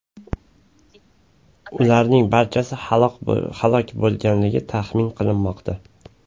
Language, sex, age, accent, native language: Uzbek, male, 18-24, Toshkent shahri, Uzbek